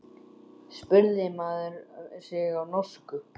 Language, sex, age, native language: Icelandic, male, 10, Icelandic